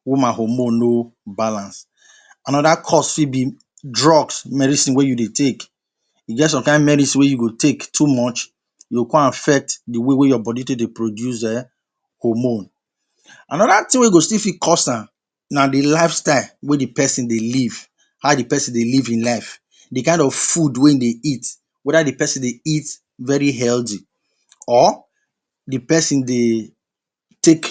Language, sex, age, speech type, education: Nigerian Pidgin, male, 30-45, spontaneous, tertiary